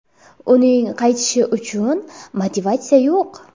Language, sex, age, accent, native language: Uzbek, female, 18-24, Jizzax, Uzbek